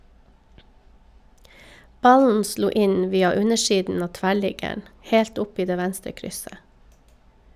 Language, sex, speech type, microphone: Norwegian, female, read, Shure